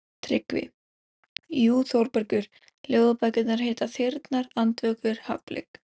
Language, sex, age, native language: Icelandic, female, 17, Icelandic